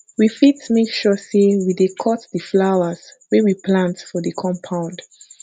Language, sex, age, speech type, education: Nigerian Pidgin, female, 15-29, spontaneous, tertiary